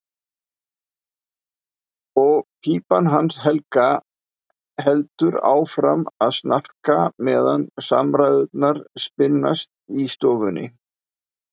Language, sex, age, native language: Icelandic, male, 50-59, Icelandic